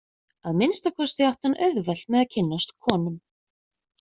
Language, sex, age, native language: Icelandic, female, 20-29, Icelandic